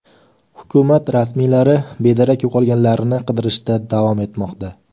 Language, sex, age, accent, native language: Uzbek, male, 18-24, Farg'ona, Uzbek